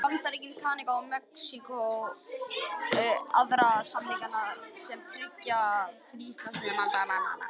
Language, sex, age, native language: Icelandic, female, 50-59, Icelandic